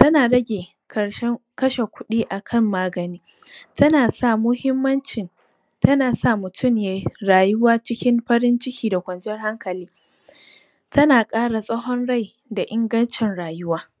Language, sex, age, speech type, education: Hausa, female, 46-60, spontaneous, tertiary